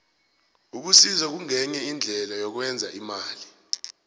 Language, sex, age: South Ndebele, male, 21